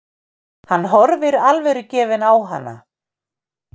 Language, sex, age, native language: Icelandic, female, 50-59, Icelandic